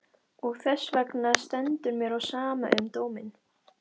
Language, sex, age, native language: Icelandic, female, 13, Icelandic